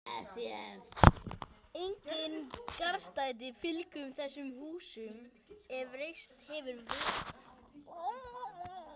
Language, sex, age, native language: Icelandic, male, 13, Icelandic